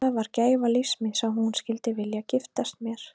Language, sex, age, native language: Icelandic, female, 30-39, Icelandic